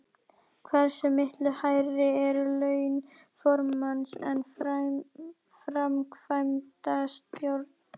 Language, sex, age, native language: Icelandic, female, 11, Icelandic